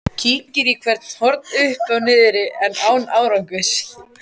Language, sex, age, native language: Icelandic, male, 14, Icelandic